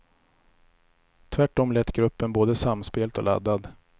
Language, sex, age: Swedish, male, 34